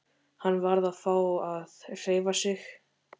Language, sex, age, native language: Icelandic, male, 13, Icelandic